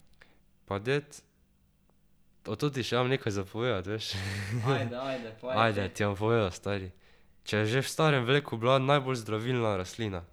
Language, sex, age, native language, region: Slovenian, male, 12-17, Slovenian, Drava region